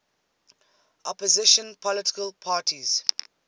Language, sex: English, female